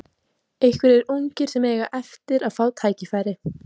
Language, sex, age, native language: Icelandic, female, 20-29, Icelandic